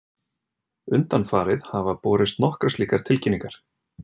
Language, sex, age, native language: Icelandic, male, 30-39, Icelandic